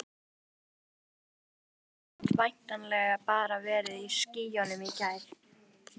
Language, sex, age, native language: Icelandic, female, 12, Icelandic